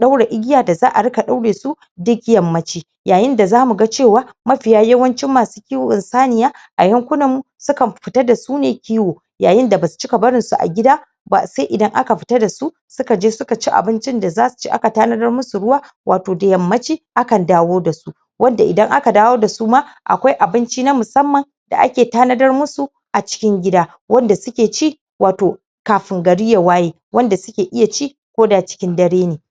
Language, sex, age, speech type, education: Hausa, male, 15-29, spontaneous, primary